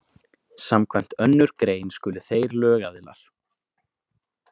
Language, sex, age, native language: Icelandic, male, 20-29, Icelandic